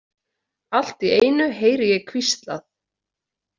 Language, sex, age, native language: Icelandic, female, 30-39, Icelandic